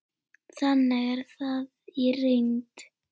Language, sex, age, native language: Icelandic, female, 7, Icelandic